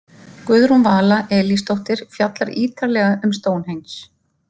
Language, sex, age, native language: Icelandic, female, 50-59, Icelandic